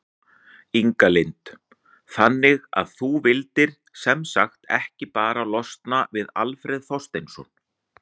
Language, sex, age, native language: Icelandic, male, 40-49, Icelandic